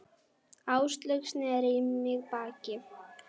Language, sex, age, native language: Icelandic, female, 10, Icelandic